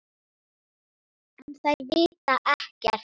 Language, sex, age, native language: Icelandic, female, 8, Icelandic